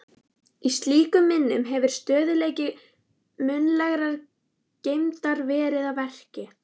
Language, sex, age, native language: Icelandic, female, 11, Icelandic